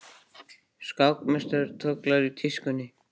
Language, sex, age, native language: Icelandic, male, 18-19, Icelandic